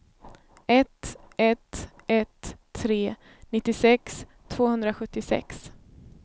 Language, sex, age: Swedish, female, 24